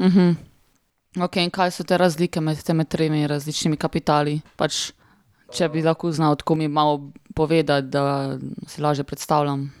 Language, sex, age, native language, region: Slovenian, female, 30-49, Slovenian, Primorsko-notranjska region